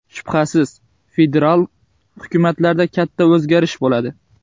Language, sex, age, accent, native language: Uzbek, male, 18-24, Xorazm, Uzbek